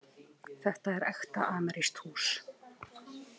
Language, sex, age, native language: Icelandic, female, 30-39, Icelandic